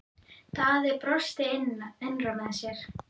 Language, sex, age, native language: Icelandic, female, 10, Icelandic